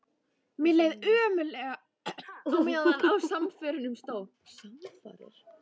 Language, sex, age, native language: Icelandic, female, 13, Icelandic